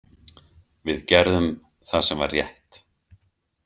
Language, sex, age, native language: Icelandic, male, 50-59, Icelandic